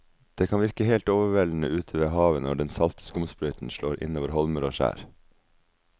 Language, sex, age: Norwegian, male, 42